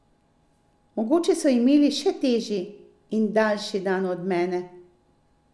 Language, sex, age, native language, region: Slovenian, female, 50-59, Slovenian, Drava region